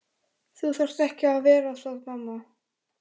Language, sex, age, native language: Icelandic, male, 13, Icelandic